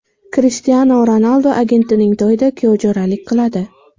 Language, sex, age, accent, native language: Uzbek, female, 25-34, Sirdaryo, Uzbek